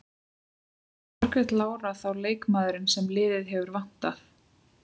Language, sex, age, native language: Icelandic, female, 20-29, Icelandic